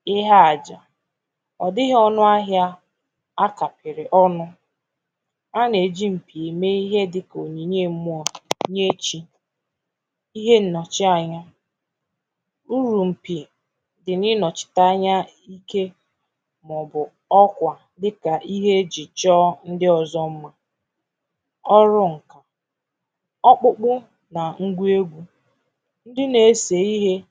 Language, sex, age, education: Igbo, female, 15-29, tertiary